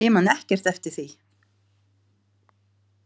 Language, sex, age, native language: Icelandic, female, 50-59, Icelandic